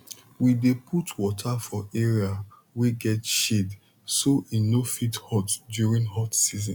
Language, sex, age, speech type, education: Nigerian Pidgin, male, 30-45, spontaneous, tertiary